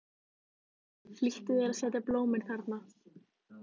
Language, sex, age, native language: Icelandic, female, 50-59, Icelandic